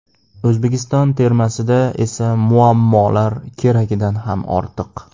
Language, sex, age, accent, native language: Uzbek, male, 18-24, Andijon, Uzbek